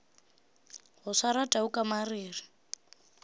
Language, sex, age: Northern Sotho, female, 18